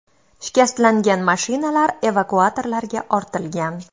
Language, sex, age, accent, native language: Uzbek, female, 25-34, Toshkent viloyati, Uzbek